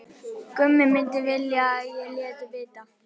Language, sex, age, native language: Icelandic, other, 12, Icelandic